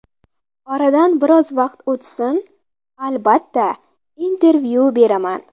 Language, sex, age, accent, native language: Uzbek, female, 18-24, Farg'ona, Uzbek